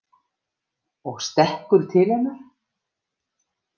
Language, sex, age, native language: Icelandic, female, 50-59, Icelandic